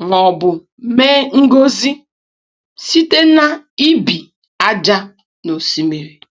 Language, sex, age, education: Igbo, female, 30-45, tertiary